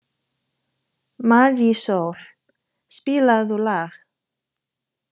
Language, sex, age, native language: Icelandic, female, 30-39, Chinese